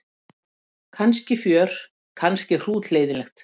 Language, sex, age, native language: Icelandic, female, 60-69, Icelandic